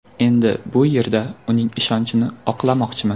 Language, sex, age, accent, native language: Uzbek, male, 18-24, Surxondaryo, Uzbek